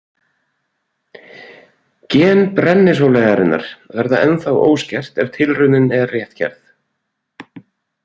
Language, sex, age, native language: Icelandic, male, 40-49, Icelandic